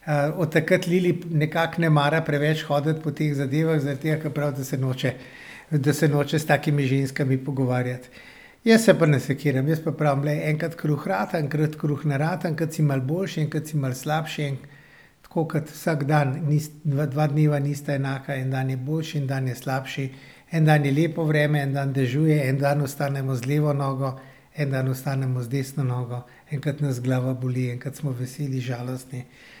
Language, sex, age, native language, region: Slovenian, male, 60+, Slovenian, Central Slovenia